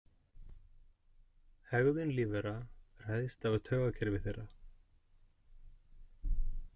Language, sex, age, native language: Icelandic, male, 40-49, Icelandic